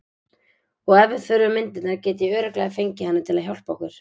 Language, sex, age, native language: Icelandic, female, 20-29, Icelandic